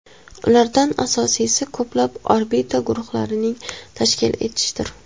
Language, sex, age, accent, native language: Uzbek, female, 18-24, Samarqand, Uzbek